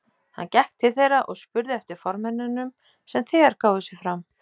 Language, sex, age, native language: Icelandic, female, 30-39, Icelandic